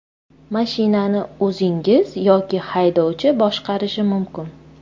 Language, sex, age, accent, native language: Uzbek, female, 25-34, Toshkent shahri, Uzbek